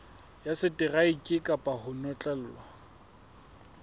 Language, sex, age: Southern Sotho, male, 21